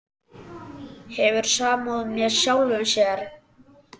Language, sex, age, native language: Icelandic, male, 10, Icelandic